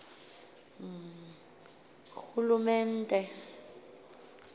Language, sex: Xhosa, female